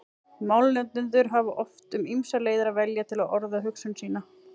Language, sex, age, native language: Icelandic, female, 40-49, Icelandic